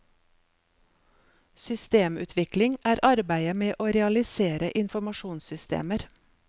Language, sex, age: Norwegian, female, 47